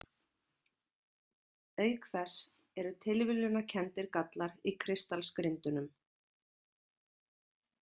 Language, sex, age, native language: Icelandic, female, 40-49, Icelandic